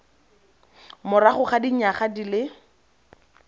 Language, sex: Tswana, female